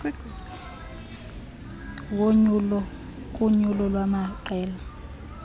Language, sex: Xhosa, female